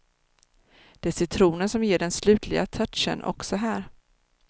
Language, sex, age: Swedish, female, 30